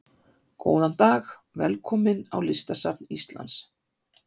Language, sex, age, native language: Icelandic, female, 50-59, Icelandic